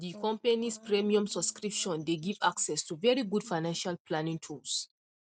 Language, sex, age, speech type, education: Nigerian Pidgin, female, 15-29, spontaneous, tertiary